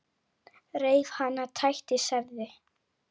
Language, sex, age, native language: Icelandic, female, 8, Icelandic